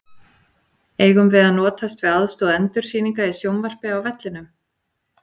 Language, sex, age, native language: Icelandic, female, 40-49, Icelandic